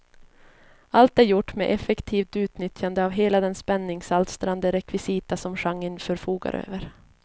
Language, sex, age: Swedish, female, 22